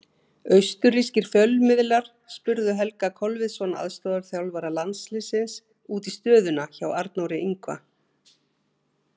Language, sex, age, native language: Icelandic, female, 50-59, Icelandic